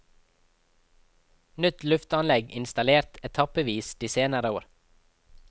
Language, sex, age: Norwegian, male, 24